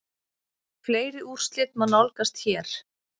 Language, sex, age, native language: Icelandic, female, 30-39, Icelandic